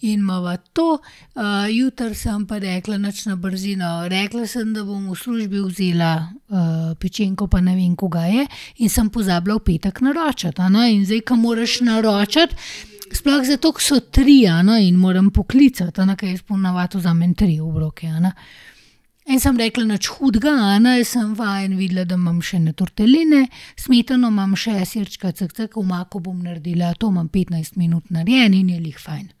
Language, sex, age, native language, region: Slovenian, female, 30-49, Slovenian, Gorenjska region